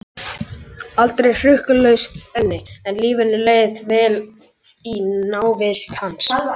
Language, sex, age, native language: Icelandic, male, 11, Icelandic